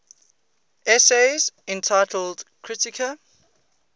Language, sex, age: English, male, 20